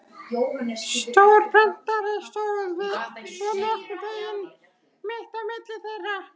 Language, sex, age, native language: Icelandic, male, 12, Icelandic